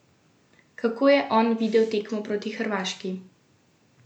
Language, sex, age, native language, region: Slovenian, female, 18-29, Slovenian, Central Slovenia